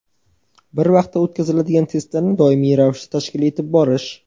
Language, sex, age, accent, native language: Uzbek, male, 18-24, Navoiy, Uzbek